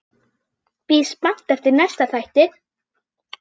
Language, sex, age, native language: Icelandic, female, 10, Icelandic